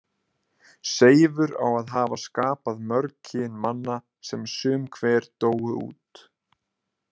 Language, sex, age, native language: Icelandic, male, 20-29, Icelandic